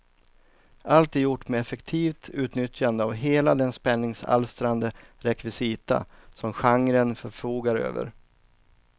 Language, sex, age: Swedish, male, 39